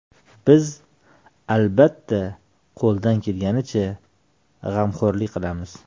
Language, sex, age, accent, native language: Uzbek, male, 35+, Toshkent shahri, Uzbek